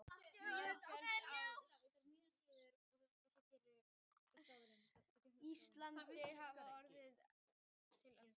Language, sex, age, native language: Icelandic, female, 18-19, Icelandic